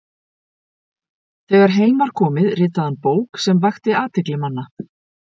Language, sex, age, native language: Icelandic, female, 50-59, Icelandic